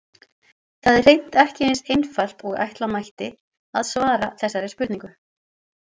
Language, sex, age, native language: Icelandic, female, 40-49, Icelandic